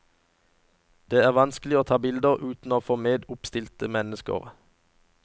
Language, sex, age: Norwegian, male, 37